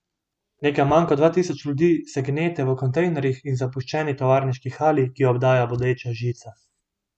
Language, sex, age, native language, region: Slovenian, male, 18-29, Slovenian, Gorenjska region